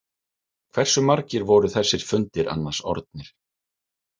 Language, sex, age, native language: Icelandic, male, 30-39, Icelandic